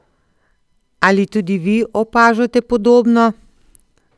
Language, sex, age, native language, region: Slovenian, female, 50-59, Slovenian, Central Slovenia